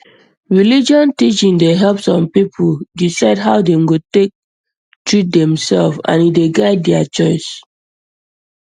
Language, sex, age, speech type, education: Nigerian Pidgin, female, 15-29, spontaneous, secondary